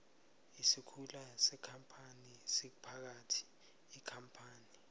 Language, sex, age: South Ndebele, male, 20